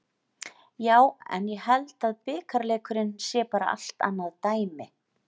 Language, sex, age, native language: Icelandic, female, 40-49, Icelandic